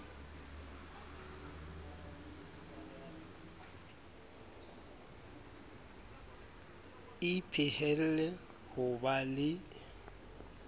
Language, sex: Southern Sotho, male